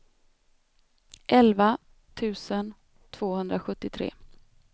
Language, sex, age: Swedish, female, 32